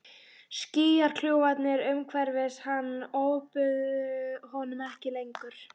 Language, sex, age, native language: Icelandic, female, 12, Icelandic